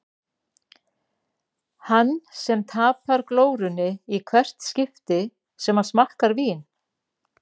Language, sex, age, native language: Icelandic, female, 60-69, Icelandic